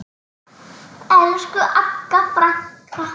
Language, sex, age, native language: Icelandic, female, 9, Icelandic